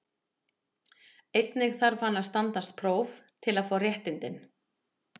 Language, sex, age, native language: Icelandic, female, 40-49, Icelandic